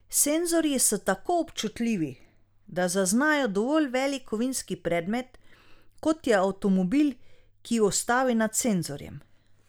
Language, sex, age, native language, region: Slovenian, female, 30-49, Slovenian, Drava region